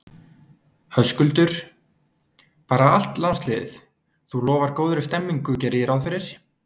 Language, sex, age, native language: Icelandic, male, 20-29, Icelandic